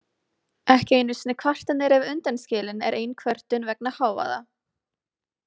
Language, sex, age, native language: Icelandic, female, 20-29, Icelandic